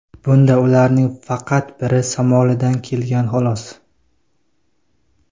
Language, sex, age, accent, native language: Uzbek, male, 19-29, Qashqadaryo, Uzbek